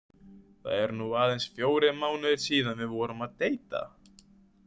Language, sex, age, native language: Icelandic, male, 20-29, Icelandic